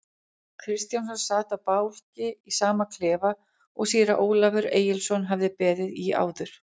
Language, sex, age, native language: Icelandic, female, 40-49, Icelandic